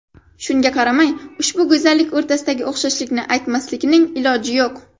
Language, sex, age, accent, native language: Uzbek, female, 12-17, Navoiy, Uzbek